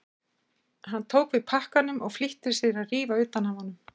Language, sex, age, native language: Icelandic, female, 60-69, Icelandic